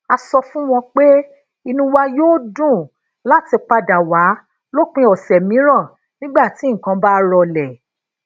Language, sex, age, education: Yoruba, female, 30-45, tertiary